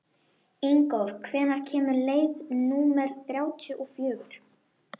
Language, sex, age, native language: Icelandic, female, 12, Icelandic